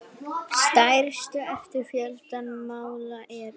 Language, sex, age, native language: Icelandic, female, 9, Icelandic